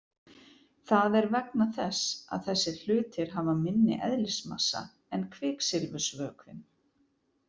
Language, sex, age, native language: Icelandic, female, 40-49, Icelandic